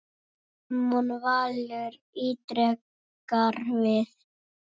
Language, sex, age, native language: Icelandic, female, 9, Icelandic